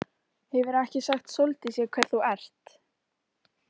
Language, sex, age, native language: Icelandic, female, 15, Icelandic